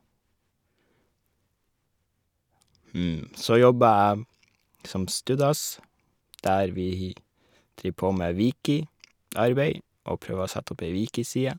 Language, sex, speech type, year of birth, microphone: Norwegian, male, spontaneous, 1981, Shure